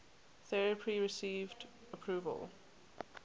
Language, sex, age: English, female, 18